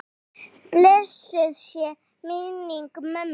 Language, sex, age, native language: Icelandic, female, 8, Icelandic